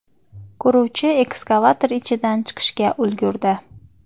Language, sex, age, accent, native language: Uzbek, female, 25-34, Xorazm, Uzbek